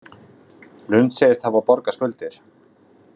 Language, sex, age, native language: Icelandic, male, 40-49, Icelandic